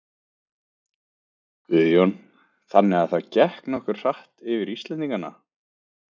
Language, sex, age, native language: Icelandic, male, 20-29, Icelandic